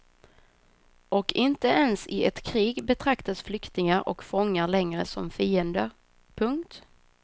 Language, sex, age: Swedish, female, 26